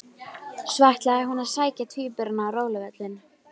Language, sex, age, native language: Icelandic, female, 12, Icelandic